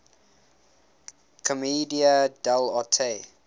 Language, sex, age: English, male, 19